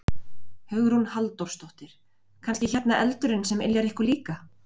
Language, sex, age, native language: Icelandic, female, 20-29, Icelandic